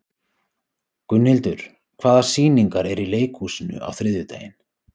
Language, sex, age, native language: Icelandic, male, 30-39, Icelandic